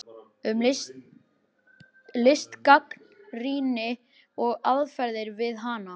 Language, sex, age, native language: Icelandic, male, 11, Icelandic